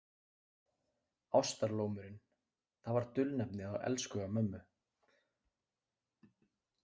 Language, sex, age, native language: Icelandic, male, 20-29, Icelandic